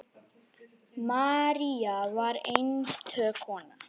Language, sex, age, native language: Icelandic, male, 9, Icelandic